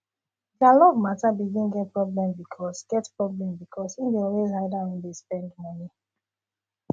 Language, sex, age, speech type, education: Nigerian Pidgin, female, 15-29, spontaneous, tertiary